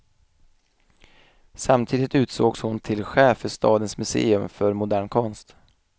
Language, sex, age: Swedish, male, 27